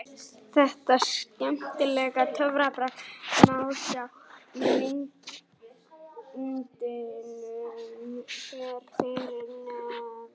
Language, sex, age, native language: Icelandic, male, 18-19, Icelandic